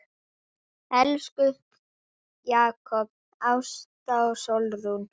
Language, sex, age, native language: Icelandic, female, 10, Icelandic